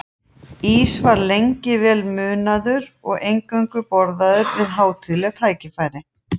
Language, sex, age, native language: Icelandic, female, 40-49, Icelandic